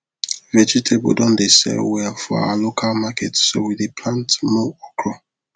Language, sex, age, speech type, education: Nigerian Pidgin, male, 15-29, spontaneous, tertiary